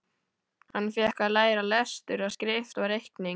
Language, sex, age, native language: Icelandic, male, 12, Icelandic